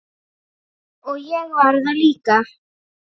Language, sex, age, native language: Icelandic, female, 8, Icelandic